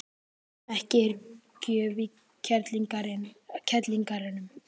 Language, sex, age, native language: Icelandic, male, 18-19, Icelandic